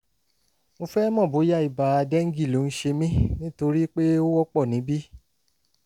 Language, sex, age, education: Yoruba, male, 30-45, tertiary